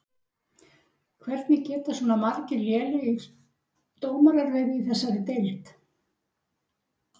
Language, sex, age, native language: Icelandic, female, 60-69, Icelandic